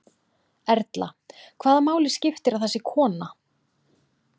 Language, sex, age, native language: Icelandic, female, 30-39, Icelandic